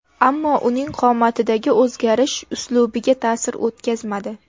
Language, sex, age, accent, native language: Uzbek, female, 18-24, Namangan, Uzbek